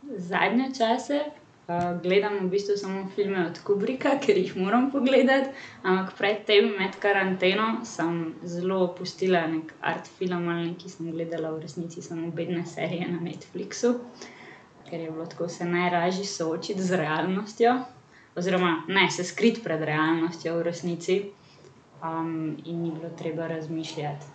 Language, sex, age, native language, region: Slovenian, female, 18-29, Slovenian, Central Slovenia